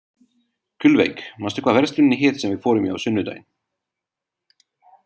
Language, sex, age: Icelandic, male, 30-39